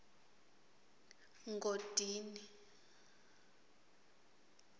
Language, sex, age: Swati, female, 26